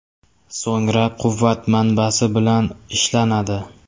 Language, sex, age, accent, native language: Uzbek, male, 25-34, Samarqand, Uzbek